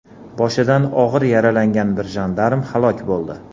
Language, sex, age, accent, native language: Uzbek, male, 40-49, Andijon, Uzbek